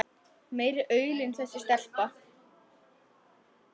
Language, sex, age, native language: Icelandic, male, 10, Icelandic